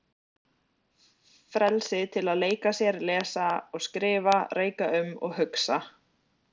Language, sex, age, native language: Icelandic, female, 20-29, Icelandic